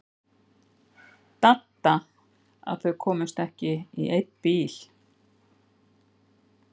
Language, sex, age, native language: Icelandic, female, 50-59, Icelandic